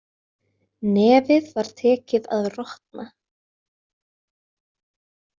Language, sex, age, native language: Icelandic, female, 20-29, Icelandic